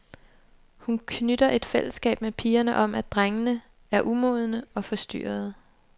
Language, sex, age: Danish, female, 29